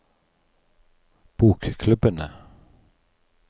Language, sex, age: Norwegian, male, 43